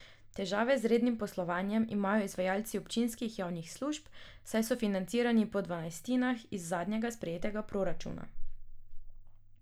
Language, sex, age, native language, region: Slovenian, female, 18-29, Slovenian, Drava region